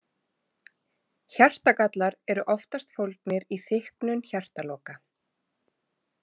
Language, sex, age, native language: Icelandic, female, 30-39, Icelandic